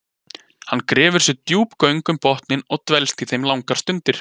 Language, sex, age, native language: Icelandic, male, 20-29, Icelandic